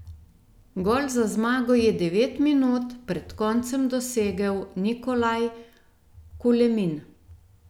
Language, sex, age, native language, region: Slovenian, female, 50-59, Slovenian, Gorenjska region